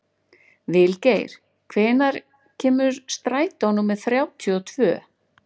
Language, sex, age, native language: Icelandic, female, 40-49, Icelandic